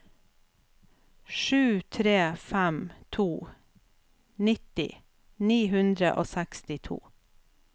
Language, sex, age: Norwegian, female, 47